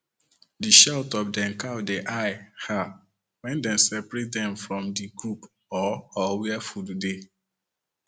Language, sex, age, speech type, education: Nigerian Pidgin, male, 30-45, spontaneous, tertiary